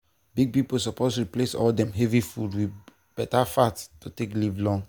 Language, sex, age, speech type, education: Nigerian Pidgin, male, 30-45, spontaneous, tertiary